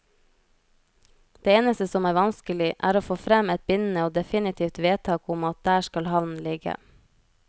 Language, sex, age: Norwegian, female, 33